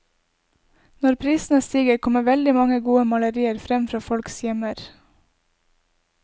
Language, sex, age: Norwegian, female, 20